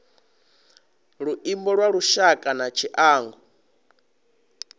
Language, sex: Venda, male